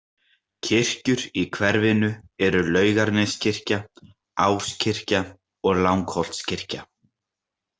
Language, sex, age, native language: Icelandic, male, 18-19, Icelandic